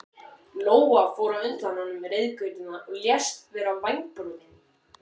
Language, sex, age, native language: Icelandic, male, 14, Icelandic